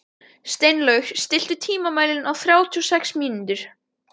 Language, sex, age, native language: Icelandic, male, 12, Icelandic